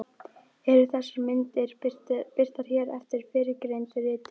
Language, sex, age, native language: Icelandic, female, 12, Icelandic